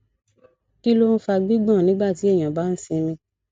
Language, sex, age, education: Yoruba, female, 60+, tertiary